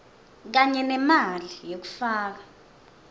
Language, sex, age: Swati, female, 20